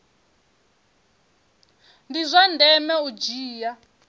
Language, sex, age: Venda, female, 23